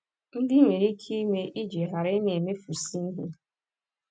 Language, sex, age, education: Igbo, female, 15-29, tertiary